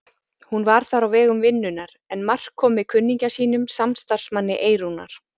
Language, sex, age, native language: Icelandic, female, 40-49, Icelandic